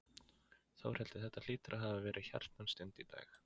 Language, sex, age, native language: Icelandic, male, 20-29, Icelandic